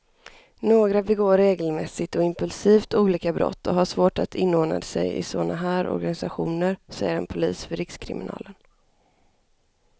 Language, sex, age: Swedish, female, 25